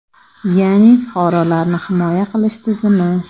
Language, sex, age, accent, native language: Uzbek, female, 25-34, Farg'ona, Uzbek